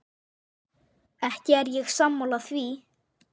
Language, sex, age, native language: Icelandic, male, 8, Icelandic